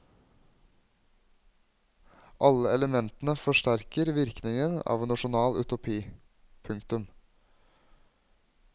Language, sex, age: Norwegian, male, 21